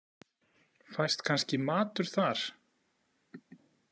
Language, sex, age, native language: Icelandic, male, 40-49, Icelandic